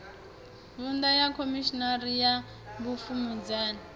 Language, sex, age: Venda, female, 28